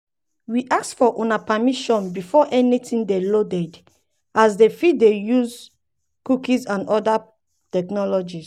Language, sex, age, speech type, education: Nigerian Pidgin, female, 30-45, spontaneous, tertiary